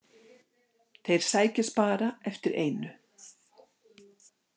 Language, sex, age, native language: Icelandic, female, 60-69, Icelandic